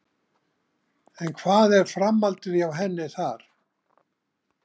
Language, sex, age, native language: Icelandic, male, 70-79, Icelandic